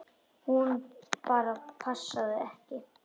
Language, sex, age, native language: Icelandic, female, 10, Icelandic